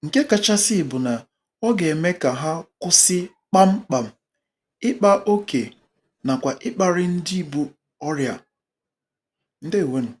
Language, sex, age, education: Igbo, male, 30-45, tertiary